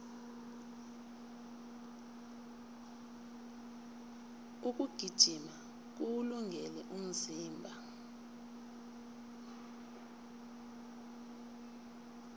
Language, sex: South Ndebele, female